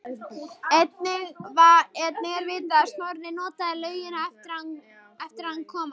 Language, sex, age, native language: Icelandic, female, 18-19, Icelandic